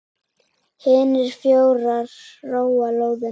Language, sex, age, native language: Icelandic, female, 8, Icelandic